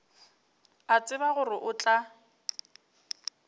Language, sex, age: Northern Sotho, female, 29